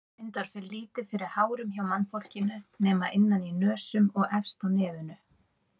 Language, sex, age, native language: Icelandic, female, 30-39, Icelandic